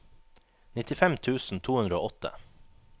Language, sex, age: Norwegian, male, 21